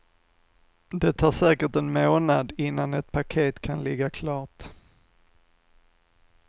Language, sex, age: Swedish, male, 45